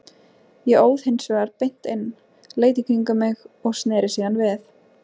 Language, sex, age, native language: Icelandic, female, 20-29, Icelandic